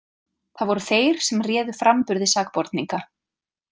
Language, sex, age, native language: Icelandic, female, 30-39, Icelandic